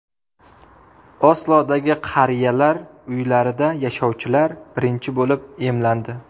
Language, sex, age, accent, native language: Uzbek, male, 18-24, Surxondaryo, Uzbek